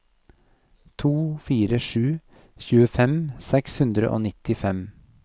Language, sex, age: Norwegian, male, 40